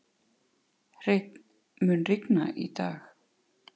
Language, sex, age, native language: Icelandic, female, 50-59, Icelandic